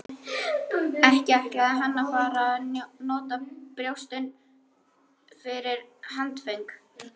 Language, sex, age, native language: Icelandic, male, 11, Icelandic